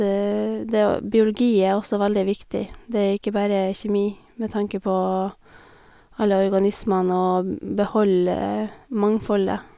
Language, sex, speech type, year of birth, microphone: Norwegian, female, spontaneous, 1989, Sennheiser